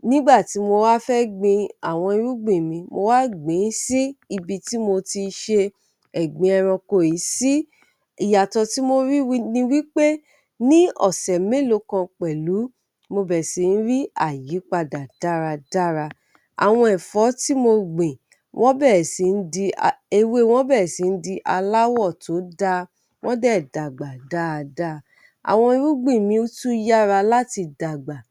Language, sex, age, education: Yoruba, female, 30-45, tertiary